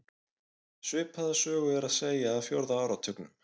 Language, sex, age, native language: Icelandic, male, 20-29, Icelandic